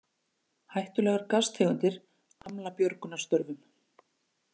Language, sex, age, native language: Icelandic, female, 40-49, Icelandic